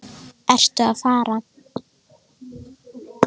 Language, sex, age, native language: Icelandic, female, 10, Icelandic